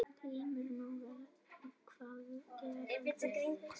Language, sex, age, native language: Icelandic, female, 10, Icelandic